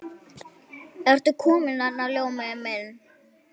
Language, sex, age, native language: Icelandic, female, 9, Icelandic